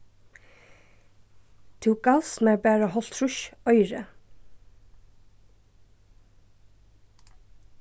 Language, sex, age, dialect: Faroese, female, 15-35, Suðurstreymoy